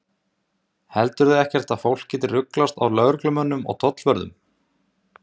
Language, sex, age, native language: Icelandic, male, 20-29, Icelandic